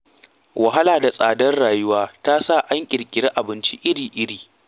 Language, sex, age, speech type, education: Hausa, male, 15-29, read, tertiary